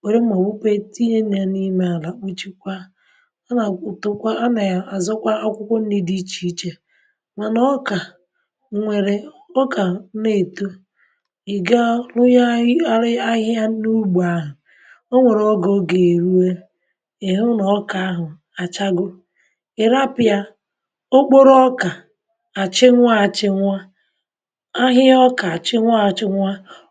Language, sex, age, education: Igbo, female, 30-45, tertiary